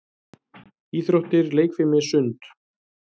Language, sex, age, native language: Icelandic, male, 30-39, Icelandic